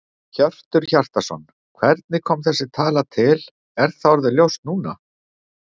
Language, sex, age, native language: Icelandic, male, 50-59, Icelandic